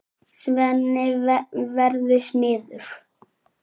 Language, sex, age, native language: Icelandic, male, 7, Icelandic